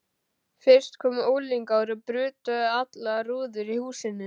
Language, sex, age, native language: Icelandic, male, 12, Icelandic